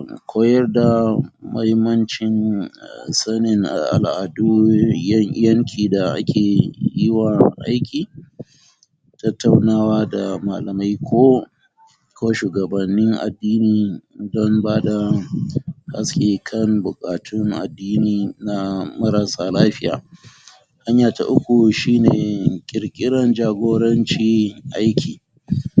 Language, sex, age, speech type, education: Hausa, male, 46-60, spontaneous, tertiary